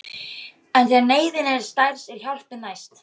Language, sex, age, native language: Icelandic, male, 12, Icelandic